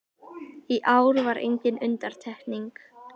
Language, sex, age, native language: Icelandic, female, 18-19, Icelandic